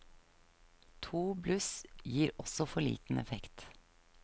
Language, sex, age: Norwegian, female, 48